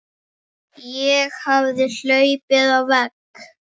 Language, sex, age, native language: Icelandic, female, 7, Icelandic